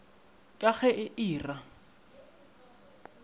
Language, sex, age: Northern Sotho, male, 22